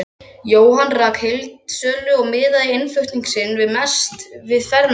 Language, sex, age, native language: Icelandic, other, 12, Icelandic